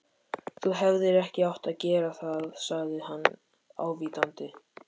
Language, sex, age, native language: Icelandic, male, 13, Icelandic